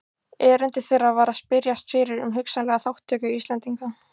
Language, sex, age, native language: Icelandic, female, 15, Icelandic